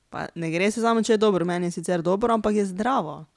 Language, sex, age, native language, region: Slovenian, female, 30-49, Slovenian, Pomurje region